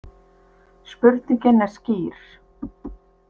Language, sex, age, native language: Icelandic, female, 50-59, Icelandic